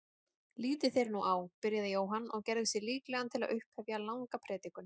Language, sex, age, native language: Icelandic, female, 30-39, Icelandic